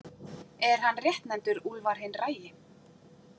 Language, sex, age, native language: Icelandic, female, 40-49, Icelandic